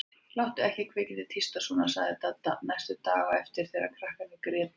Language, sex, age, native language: Icelandic, female, 30-39, Icelandic